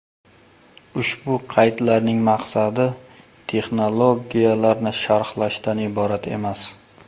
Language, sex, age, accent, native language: Uzbek, male, 35+, Surxondaryo, Uzbek